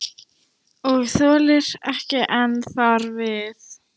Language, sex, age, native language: Icelandic, female, 13, Icelandic